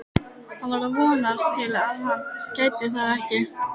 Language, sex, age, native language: Icelandic, female, 12, Icelandic